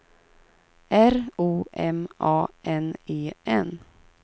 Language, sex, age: Swedish, female, 32